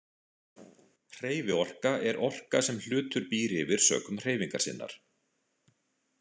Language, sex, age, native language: Icelandic, male, 40-49, Icelandic